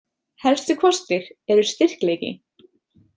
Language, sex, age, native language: Icelandic, female, 30-39, Icelandic